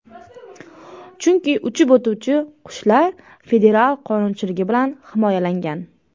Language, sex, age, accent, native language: Uzbek, female, under 19, Toshkent viloyati, Uzbek